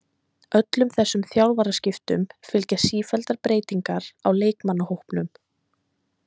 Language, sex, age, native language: Icelandic, female, 20-29, Icelandic